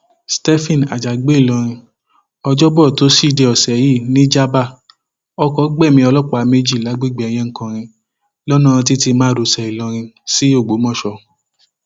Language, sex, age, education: Yoruba, male, 15-29, tertiary